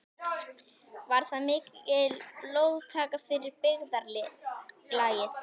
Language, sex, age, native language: Icelandic, female, 11, Icelandic